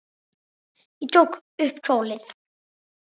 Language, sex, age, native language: Icelandic, female, 8, Icelandic